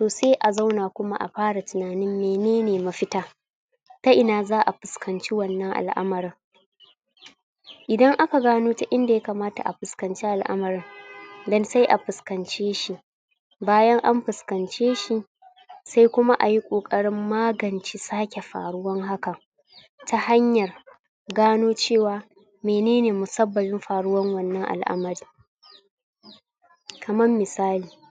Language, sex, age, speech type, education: Hausa, female, 30-45, spontaneous, tertiary